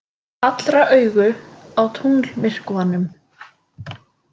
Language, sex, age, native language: Icelandic, female, 20-29, Icelandic